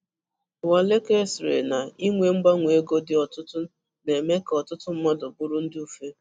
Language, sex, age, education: Igbo, female, 30-45, tertiary